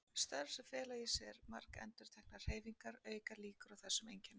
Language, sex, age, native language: Icelandic, female, 40-49, Icelandic